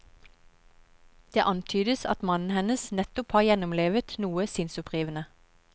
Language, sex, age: Norwegian, female, 31